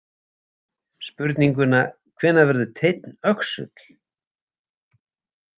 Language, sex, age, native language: Icelandic, male, 70-79, Icelandic